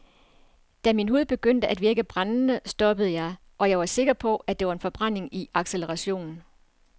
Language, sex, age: Danish, female, 47